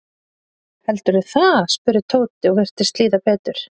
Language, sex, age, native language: Icelandic, female, 30-39, Icelandic